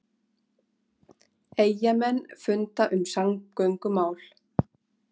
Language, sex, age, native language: Icelandic, female, 40-49, Icelandic